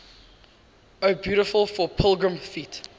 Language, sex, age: English, male, 19